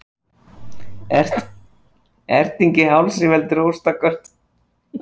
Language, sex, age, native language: Icelandic, female, 40-49, Icelandic